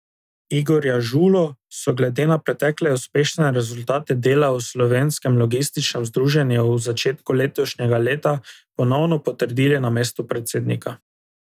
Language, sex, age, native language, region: Slovenian, male, 18-29, Slovenian, Drava region